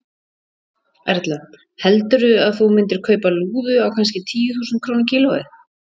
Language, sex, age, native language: Icelandic, female, 40-49, Icelandic